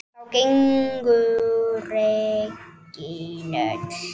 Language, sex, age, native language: Icelandic, female, 10, Icelandic